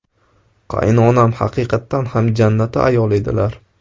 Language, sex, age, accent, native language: Uzbek, male, 18-24, Namangan, Uzbek